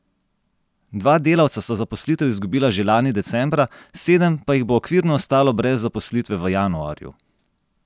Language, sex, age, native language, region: Slovenian, male, 30-49, Slovenian, Gorenjska region